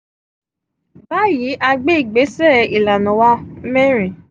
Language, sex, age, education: Yoruba, female, 15-29, tertiary